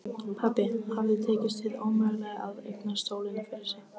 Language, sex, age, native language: Icelandic, female, 15, Icelandic